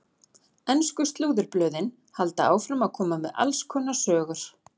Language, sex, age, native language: Icelandic, female, 40-49, Icelandic